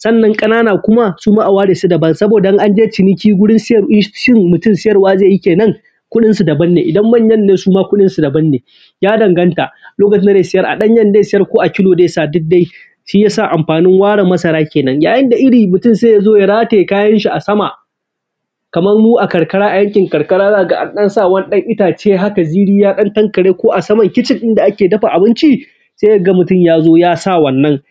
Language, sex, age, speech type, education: Hausa, male, 15-29, spontaneous, primary